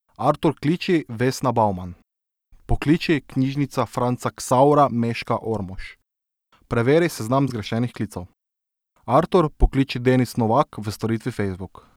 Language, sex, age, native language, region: Slovenian, male, 18-29, Slovenian, Drava region